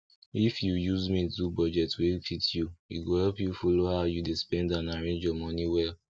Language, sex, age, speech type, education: Nigerian Pidgin, male, 15-29, spontaneous, tertiary